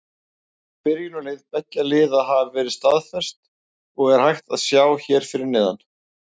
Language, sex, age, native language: Icelandic, male, 40-49, Icelandic